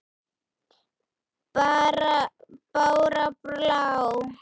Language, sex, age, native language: Icelandic, female, 7, Icelandic